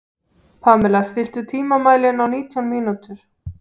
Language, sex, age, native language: Icelandic, female, 18-19, Icelandic